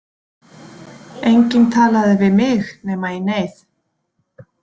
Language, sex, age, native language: Icelandic, female, 40-49, Icelandic